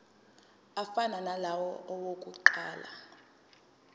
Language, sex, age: Zulu, female, 22